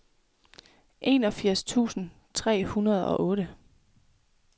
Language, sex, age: Danish, female, 24